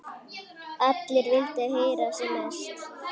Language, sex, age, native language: Icelandic, male, 10, Icelandic